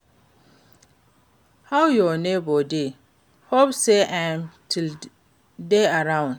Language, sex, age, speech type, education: Nigerian Pidgin, female, 46-60, read, secondary